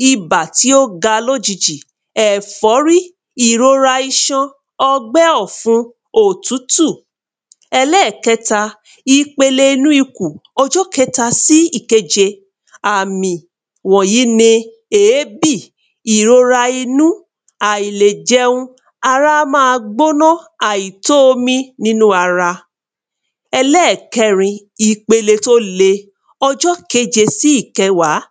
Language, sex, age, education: Yoruba, female, 30-45, tertiary